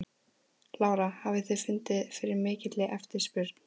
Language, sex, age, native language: Icelandic, female, 14, Icelandic